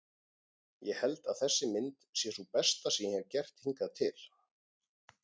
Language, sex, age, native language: Icelandic, male, 40-49, Icelandic